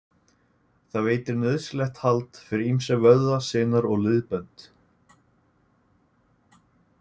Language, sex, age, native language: Icelandic, male, 20-29, Icelandic